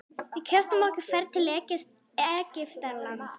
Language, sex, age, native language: Icelandic, female, 11, Icelandic